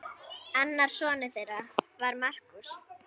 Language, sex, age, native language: Icelandic, female, 9, Icelandic